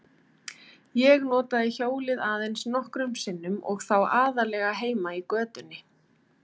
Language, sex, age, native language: Icelandic, female, 30-39, Icelandic